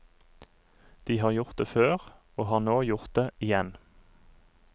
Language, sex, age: Norwegian, male, 39